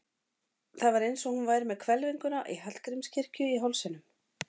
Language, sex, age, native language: Icelandic, female, 40-49, Icelandic